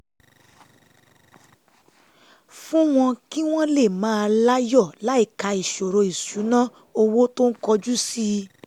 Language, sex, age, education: Yoruba, female, 15-29, tertiary